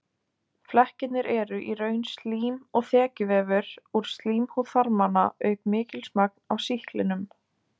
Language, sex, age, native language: Icelandic, female, 20-29, Icelandic